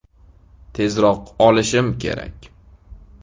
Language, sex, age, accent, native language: Uzbek, male, 18-24, Qashqadaryo, Uzbek